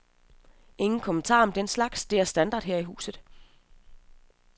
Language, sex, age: Danish, female, 27